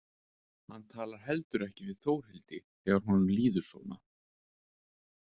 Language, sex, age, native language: Icelandic, male, 20-29, Icelandic